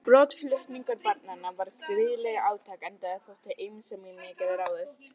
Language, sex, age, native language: Icelandic, female, 30-39, Icelandic